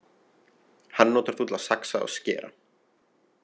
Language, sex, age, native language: Icelandic, male, 20-29, Icelandic